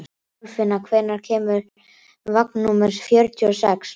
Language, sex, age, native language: Icelandic, male, 12, Icelandic